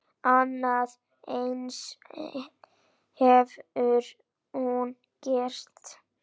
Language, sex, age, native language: Icelandic, female, 9, Icelandic